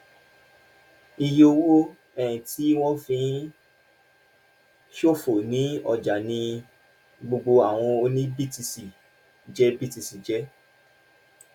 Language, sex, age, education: Yoruba, male, 15-29, tertiary